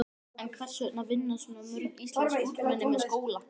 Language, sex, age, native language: Icelandic, male, 12, Icelandic